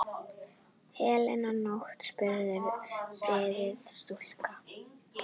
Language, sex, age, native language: Icelandic, female, 9, Icelandic